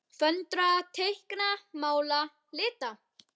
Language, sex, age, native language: Icelandic, female, 10, Icelandic